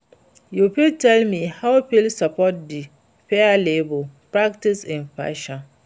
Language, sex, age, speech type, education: Nigerian Pidgin, female, 46-60, read, secondary